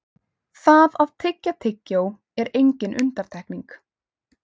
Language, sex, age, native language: Icelandic, female, 18-19, Icelandic